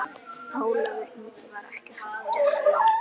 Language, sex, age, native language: Icelandic, female, 8, Icelandic